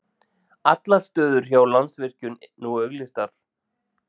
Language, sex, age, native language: Icelandic, male, 40-49, Icelandic